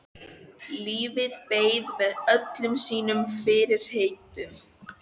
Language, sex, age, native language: Icelandic, female, 14, Icelandic